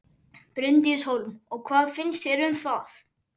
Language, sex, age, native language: Icelandic, male, 11, Icelandic